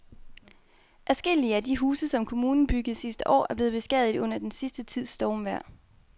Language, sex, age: Danish, female, 24